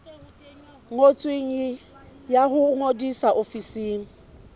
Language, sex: Southern Sotho, female